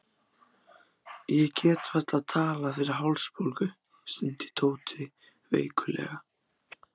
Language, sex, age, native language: Icelandic, other, 14, Icelandic